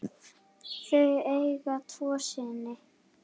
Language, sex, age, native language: Icelandic, female, 9, Icelandic